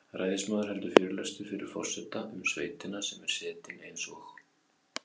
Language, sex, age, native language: Icelandic, male, 50-59, Icelandic